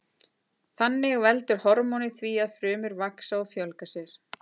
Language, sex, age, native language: Icelandic, female, 40-49, Icelandic